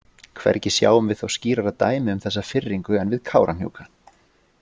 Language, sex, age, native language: Icelandic, male, 40-49, Icelandic